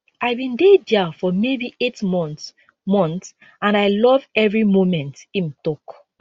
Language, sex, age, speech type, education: Nigerian Pidgin, female, 15-29, spontaneous, tertiary